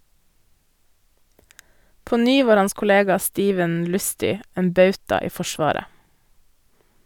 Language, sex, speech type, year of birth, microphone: Norwegian, female, read, 1988, Sennheiser